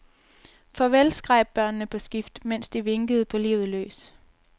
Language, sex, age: Danish, female, 22